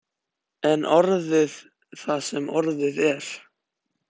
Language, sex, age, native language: Icelandic, other, 14, Icelandic